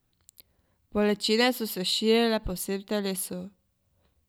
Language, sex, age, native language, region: Slovenian, female, 12-17, Slovenian, Drava region